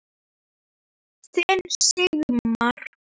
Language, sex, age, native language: Icelandic, female, 9, Icelandic